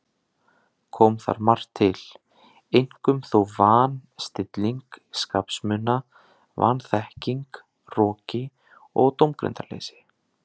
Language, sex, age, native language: Icelandic, male, 30-39, Icelandic